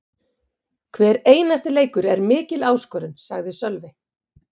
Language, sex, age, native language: Icelandic, female, 50-59, Icelandic